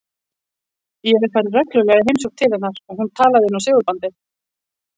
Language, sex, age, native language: Icelandic, female, 40-49, Icelandic